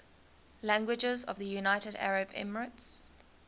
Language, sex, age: English, female, 20